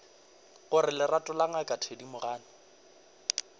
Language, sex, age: Northern Sotho, male, 22